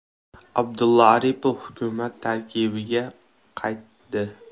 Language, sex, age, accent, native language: Uzbek, male, 18-24, Andijon, Uzbek